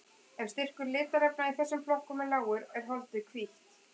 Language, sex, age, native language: Icelandic, female, 20-29, Icelandic